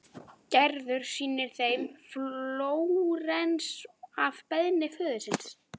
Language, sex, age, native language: Icelandic, female, 12, Icelandic